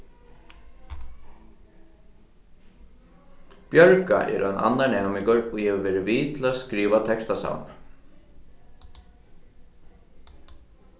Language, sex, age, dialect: Faroese, male, 15-35, Norðurstreymoy/Eysturoy